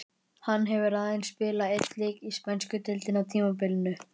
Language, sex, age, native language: Icelandic, male, 20-29, Icelandic